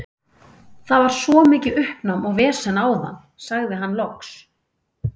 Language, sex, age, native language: Icelandic, female, 30-39, Icelandic